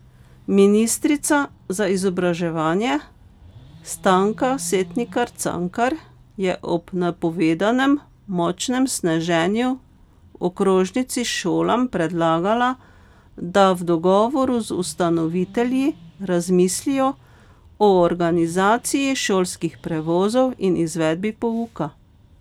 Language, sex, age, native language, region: Slovenian, female, 50-59, Slovenian, Pomurje region